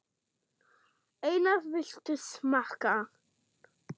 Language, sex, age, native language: Icelandic, male, 6, German